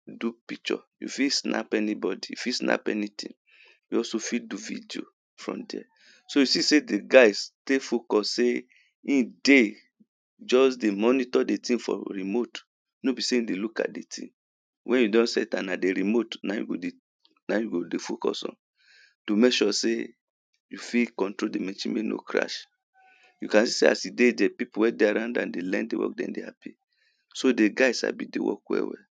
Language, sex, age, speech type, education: Nigerian Pidgin, male, 30-45, spontaneous, tertiary